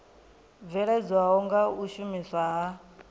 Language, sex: Venda, female